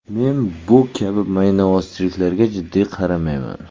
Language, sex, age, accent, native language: Uzbek, male, 18-24, Qashqadaryo, Uzbek